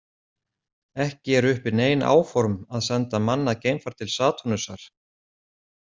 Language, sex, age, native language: Icelandic, male, 40-49, Icelandic